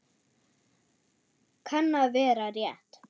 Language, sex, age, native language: Icelandic, female, 9, German